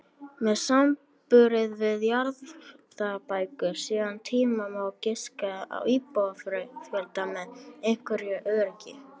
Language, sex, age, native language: Icelandic, female, 18-19, Icelandic